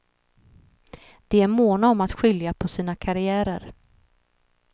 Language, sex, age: Swedish, female, 39